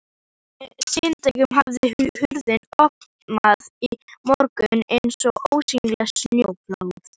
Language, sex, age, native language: Icelandic, female, 11, Icelandic